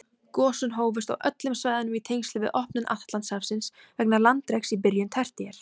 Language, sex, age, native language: Icelandic, female, 17, Icelandic